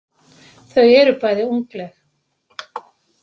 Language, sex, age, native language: Icelandic, female, 60-69, Icelandic